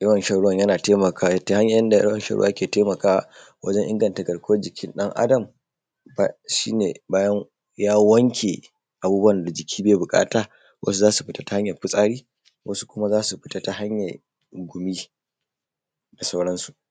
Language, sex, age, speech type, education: Hausa, male, 30-45, spontaneous, secondary